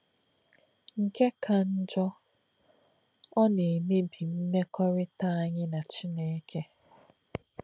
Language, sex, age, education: Igbo, female, 30-45, tertiary